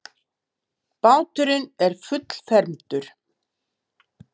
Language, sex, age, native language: Icelandic, female, 70-79, Icelandic